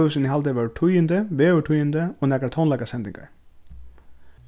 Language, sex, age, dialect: Faroese, male, 15-35, Suðurstreymoy